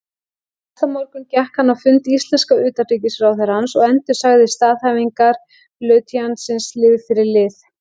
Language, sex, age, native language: Icelandic, female, 18-19, Icelandic